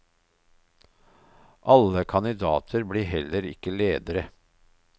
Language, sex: Norwegian, male